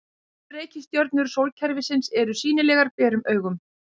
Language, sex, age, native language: Icelandic, female, 50-59, Icelandic